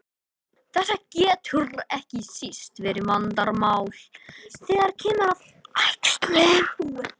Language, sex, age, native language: Icelandic, male, 18-19, Icelandic